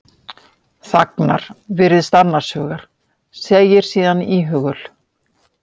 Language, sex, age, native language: Icelandic, female, 50-59, Icelandic